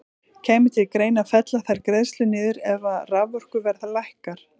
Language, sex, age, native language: Icelandic, female, 40-49, Icelandic